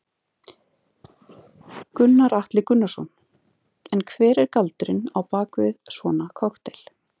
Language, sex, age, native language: Icelandic, female, 40-49, Icelandic